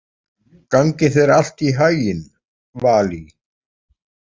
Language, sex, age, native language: Icelandic, male, 40-49, Icelandic